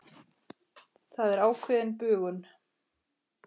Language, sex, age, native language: Icelandic, female, 40-49, Icelandic